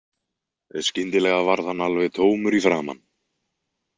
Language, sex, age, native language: Icelandic, male, 20-29, Icelandic